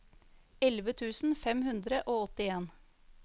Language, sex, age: Norwegian, female, 35